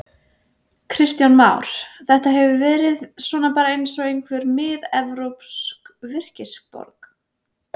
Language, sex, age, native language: Icelandic, female, 20-29, Icelandic